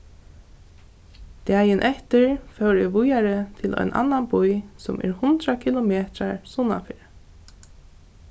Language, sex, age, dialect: Faroese, female, 15-35, Norðuroyggjar